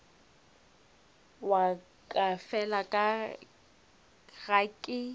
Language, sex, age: Northern Sotho, female, 29